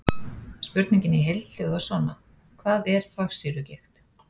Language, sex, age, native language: Icelandic, female, 40-49, Icelandic